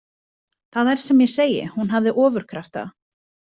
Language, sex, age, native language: Icelandic, female, 20-29, Icelandic